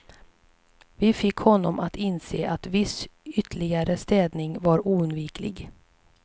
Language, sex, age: Swedish, female, 37